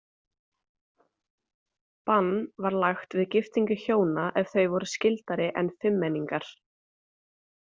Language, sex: Icelandic, female